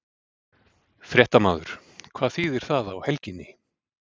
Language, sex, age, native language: Icelandic, male, 40-49, Icelandic